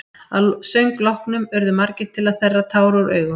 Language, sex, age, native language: Icelandic, female, 50-59, Icelandic